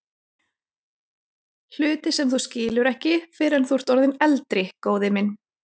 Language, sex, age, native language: Icelandic, female, 30-39, Icelandic